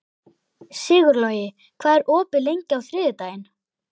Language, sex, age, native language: Icelandic, male, 11, Icelandic